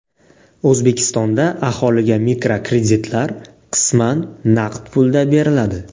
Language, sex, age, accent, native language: Uzbek, male, 18-24, Navoiy, Uzbek